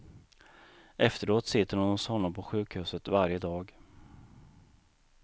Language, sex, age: Swedish, male, 39